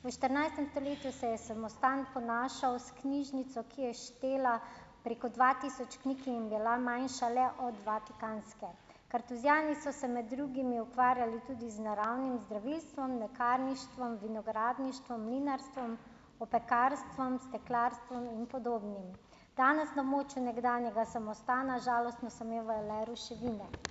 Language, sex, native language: Slovenian, female, Slovenian